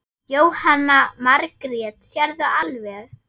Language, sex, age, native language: Icelandic, female, 8, German